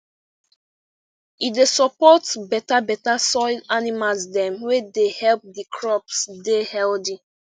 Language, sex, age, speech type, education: Nigerian Pidgin, female, 15-29, spontaneous, tertiary